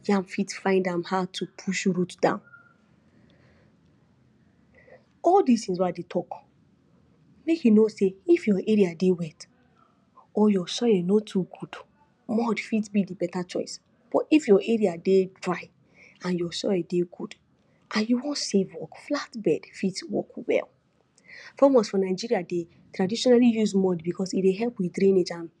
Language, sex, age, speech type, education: Nigerian Pidgin, female, 46-60, spontaneous, tertiary